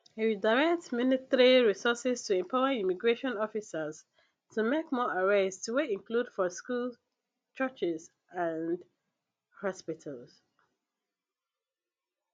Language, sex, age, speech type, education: Nigerian Pidgin, female, 15-29, spontaneous, tertiary